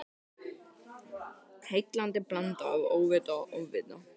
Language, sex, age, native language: Icelandic, male, 12, Icelandic